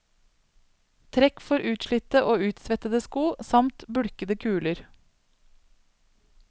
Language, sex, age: Norwegian, female, 27